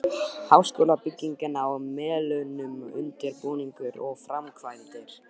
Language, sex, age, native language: Icelandic, male, 12, Icelandic